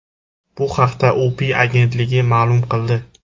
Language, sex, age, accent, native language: Uzbek, male, 18-24, Jizzax, Uzbek